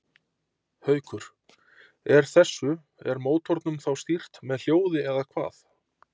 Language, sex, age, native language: Icelandic, male, 30-39, Icelandic